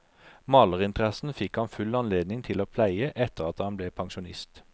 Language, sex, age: Norwegian, male, 43